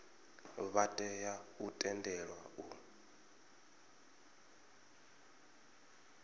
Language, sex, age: Venda, male, 33